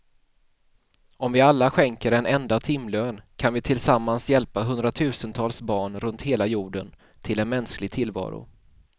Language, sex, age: Swedish, male, 31